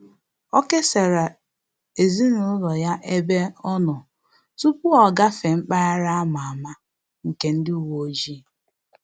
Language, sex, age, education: Igbo, female, 15-29, tertiary